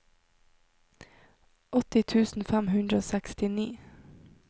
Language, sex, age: Norwegian, female, 26